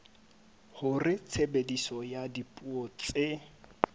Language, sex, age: Southern Sotho, male, 25